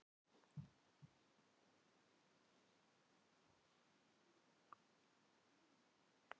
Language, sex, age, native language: Icelandic, female, 40-49, Filipino